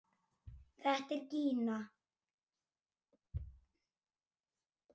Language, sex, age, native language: Icelandic, male, 8, Icelandic